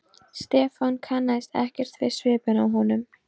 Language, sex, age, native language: Icelandic, female, 12, Icelandic